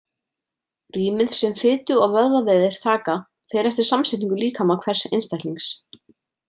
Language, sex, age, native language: Icelandic, female, 30-39, Icelandic